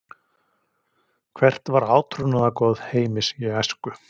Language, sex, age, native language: Icelandic, male, 40-49, Icelandic